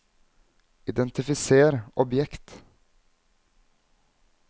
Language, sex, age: Norwegian, male, 21